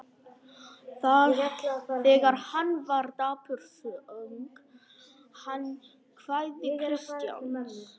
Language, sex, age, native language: Icelandic, male, 11, Icelandic